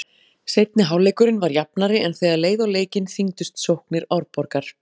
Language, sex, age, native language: Icelandic, female, 40-49, Icelandic